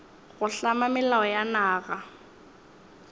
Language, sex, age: Northern Sotho, female, 19